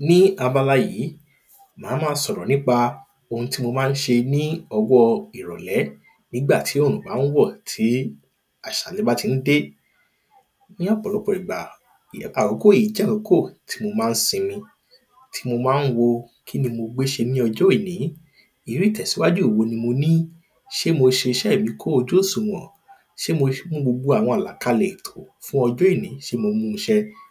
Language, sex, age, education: Yoruba, male, 30-45, primary